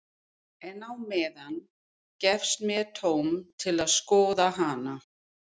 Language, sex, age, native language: Icelandic, female, 50-59, English